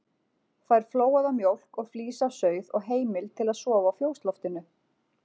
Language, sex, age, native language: Icelandic, female, 40-49, Icelandic